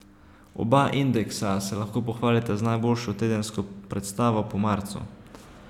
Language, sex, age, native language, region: Slovenian, male, 18-29, Slovenian, Savinja region